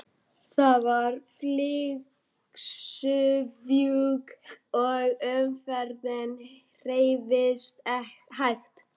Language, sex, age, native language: Icelandic, female, 12, Icelandic